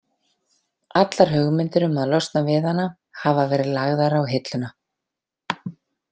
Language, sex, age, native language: Icelandic, female, 40-49, Icelandic